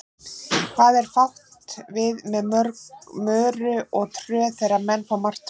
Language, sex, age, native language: Icelandic, female, 40-49, Icelandic